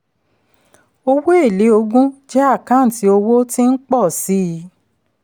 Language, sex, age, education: Yoruba, female, 30-45, tertiary